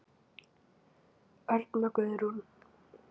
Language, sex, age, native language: Icelandic, female, 9, Icelandic